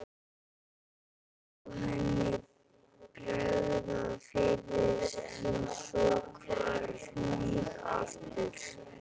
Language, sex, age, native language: Icelandic, male, 13, Icelandic